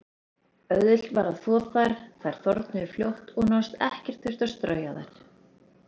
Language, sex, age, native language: Icelandic, female, 30-39, Icelandic